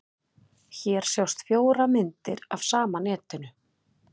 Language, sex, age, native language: Icelandic, female, 30-39, Icelandic